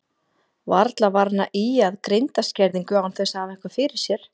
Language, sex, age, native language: Icelandic, female, 40-49, Icelandic